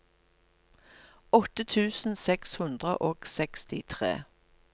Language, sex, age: Norwegian, female, 57